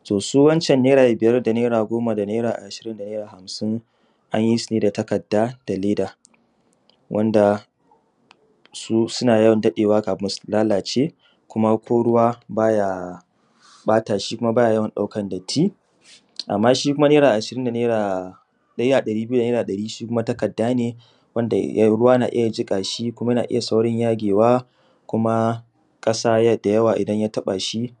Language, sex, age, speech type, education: Hausa, male, 30-45, spontaneous, secondary